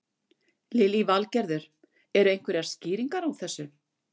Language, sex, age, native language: Icelandic, female, 60-69, Icelandic